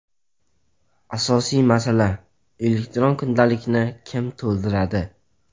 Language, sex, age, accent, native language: Uzbek, male, 12-17, Jizzax, Uzbek